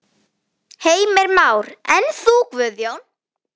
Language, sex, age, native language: Icelandic, female, 9, Icelandic